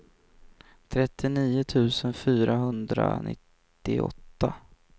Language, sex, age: Swedish, male, 23